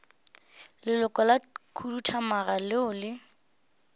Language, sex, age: Northern Sotho, female, 18